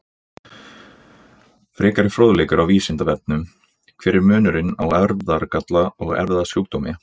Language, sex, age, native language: Icelandic, male, 20-29, Icelandic